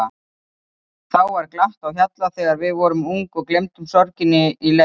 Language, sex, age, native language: Icelandic, female, 30-39, Icelandic